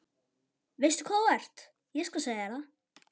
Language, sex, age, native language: Icelandic, male, 11, Icelandic